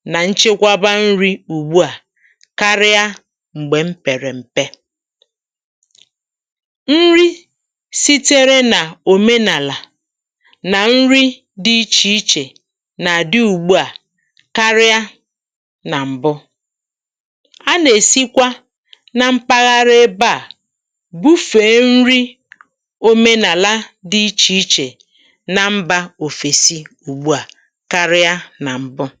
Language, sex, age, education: Igbo, female, 30-45, tertiary